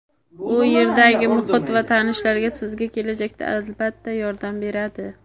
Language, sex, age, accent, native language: Uzbek, female, 18-24, Samarqand, Uzbek